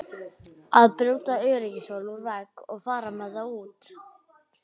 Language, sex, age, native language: Icelandic, female, 11, Icelandic